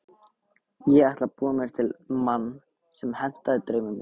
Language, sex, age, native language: Icelandic, male, 18-19, Icelandic